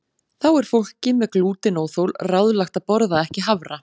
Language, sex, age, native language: Icelandic, female, 40-49, Icelandic